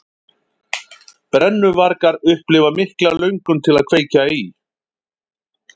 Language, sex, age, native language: Icelandic, male, 50-59, Icelandic